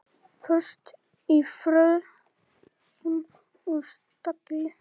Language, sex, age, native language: Icelandic, male, 10, Icelandic